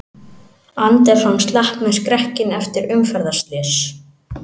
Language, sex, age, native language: Icelandic, male, 18-19, Icelandic